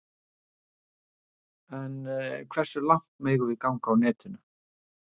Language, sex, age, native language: Icelandic, male, 60-69, Icelandic